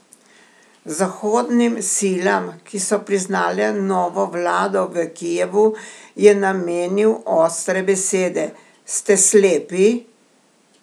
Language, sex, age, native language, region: Slovenian, female, 60+, Slovenian, Primorsko-notranjska region